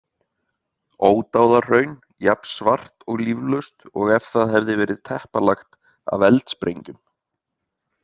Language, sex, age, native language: Icelandic, male, 30-39, Icelandic